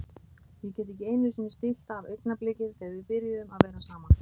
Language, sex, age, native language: Icelandic, female, 50-59, Icelandic